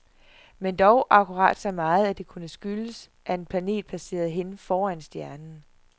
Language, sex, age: Danish, female, 41